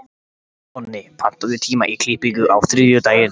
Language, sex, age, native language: Icelandic, male, 14, Icelandic